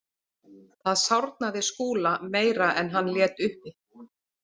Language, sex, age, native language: Icelandic, female, 40-49, Icelandic